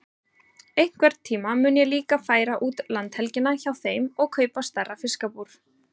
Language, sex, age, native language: Icelandic, female, 30-39, Icelandic